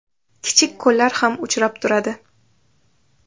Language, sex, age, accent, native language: Uzbek, female, under 19, Toshkent shahri, Uzbek